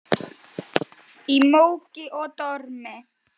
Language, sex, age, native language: Icelandic, female, 10, Icelandic